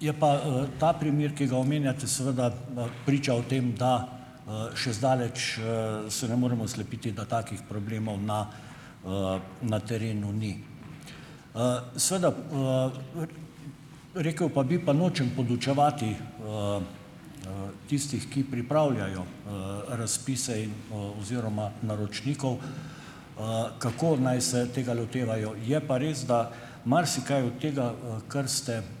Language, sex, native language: Slovenian, male, Slovenian